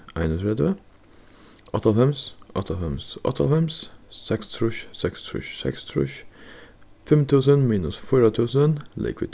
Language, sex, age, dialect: Faroese, male, 15-35, Suðurstreymoy